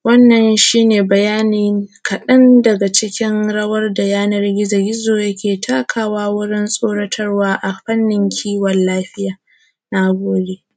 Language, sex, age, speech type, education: Hausa, female, 15-29, spontaneous, primary